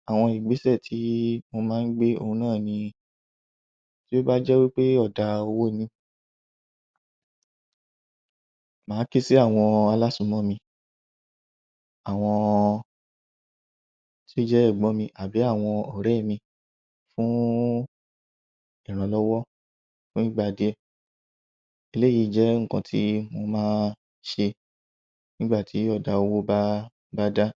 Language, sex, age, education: Yoruba, male, 30-45, tertiary